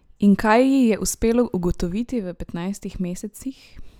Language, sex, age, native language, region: Slovenian, male, 18-29, Slovenian, Drava region